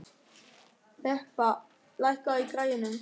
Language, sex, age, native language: Icelandic, male, 13, German